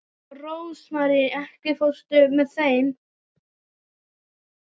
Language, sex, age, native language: Icelandic, male, 12, Icelandic